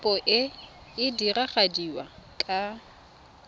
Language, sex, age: Tswana, female, 24